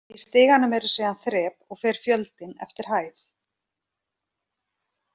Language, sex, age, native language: Icelandic, female, 40-49, Icelandic